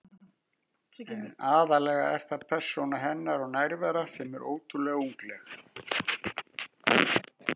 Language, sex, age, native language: Icelandic, male, 50-59, Icelandic